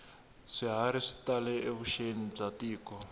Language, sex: Tsonga, male